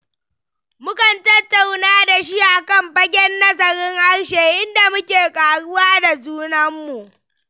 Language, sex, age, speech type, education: Hausa, female, 15-29, read, primary